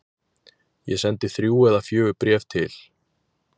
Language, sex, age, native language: Icelandic, male, 20-29, Icelandic